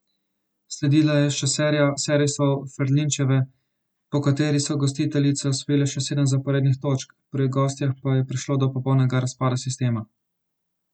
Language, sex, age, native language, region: Slovenian, male, 18-29, Slovenian, Central Slovenia